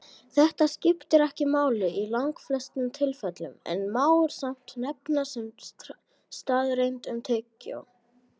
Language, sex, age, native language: Icelandic, female, 18-19, Icelandic